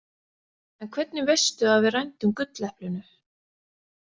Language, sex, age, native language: Icelandic, female, 40-49, Icelandic